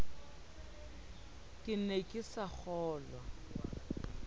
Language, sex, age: Southern Sotho, female, 30